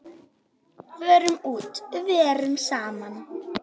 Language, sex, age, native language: Icelandic, female, 9, Icelandic